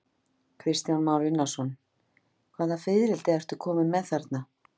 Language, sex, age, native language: Icelandic, female, 50-59, Icelandic